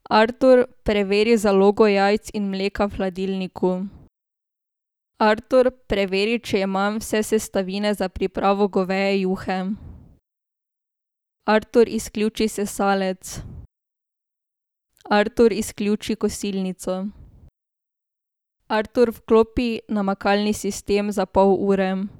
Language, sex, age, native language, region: Slovenian, female, 18-29, Slovenian, Drava region